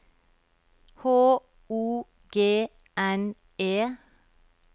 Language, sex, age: Norwegian, female, 52